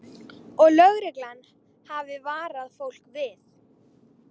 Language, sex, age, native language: Icelandic, female, 18-19, Icelandic